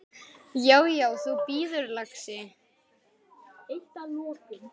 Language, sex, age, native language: Icelandic, male, 10, Icelandic